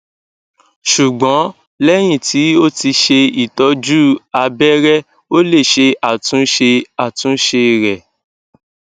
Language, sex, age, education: Yoruba, male, 15-29, tertiary